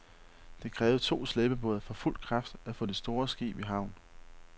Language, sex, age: Danish, male, 31